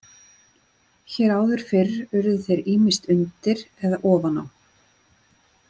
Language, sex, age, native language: Icelandic, female, 40-49, Icelandic